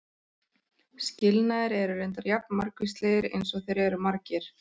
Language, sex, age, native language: Icelandic, male, 13, Icelandic